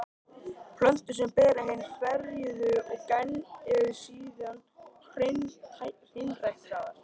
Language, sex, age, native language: Icelandic, male, 13, Icelandic